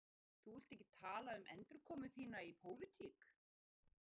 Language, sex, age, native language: Icelandic, female, 60-69, Icelandic